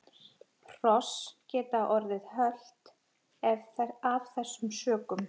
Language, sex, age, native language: Icelandic, female, 40-49, Icelandic